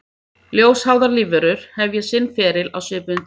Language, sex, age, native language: Icelandic, female, 50-59, Icelandic